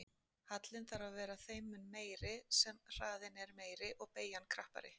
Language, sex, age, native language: Icelandic, female, 40-49, Icelandic